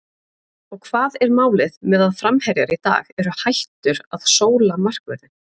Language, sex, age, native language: Icelandic, female, 30-39, Icelandic